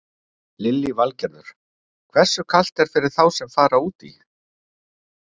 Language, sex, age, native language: Icelandic, male, 50-59, Icelandic